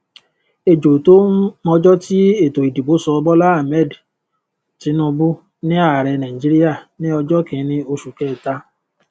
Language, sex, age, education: Yoruba, male, 30-45, tertiary